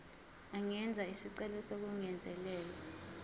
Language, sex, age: Zulu, female, 20